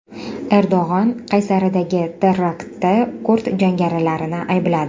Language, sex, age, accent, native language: Uzbek, female, 19-29, Toshkent shahri, Uzbek